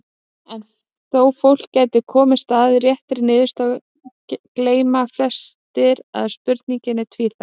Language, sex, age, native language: Icelandic, female, 30-39, Icelandic